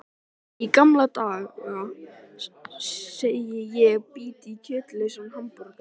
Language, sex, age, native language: Icelandic, male, 13, Icelandic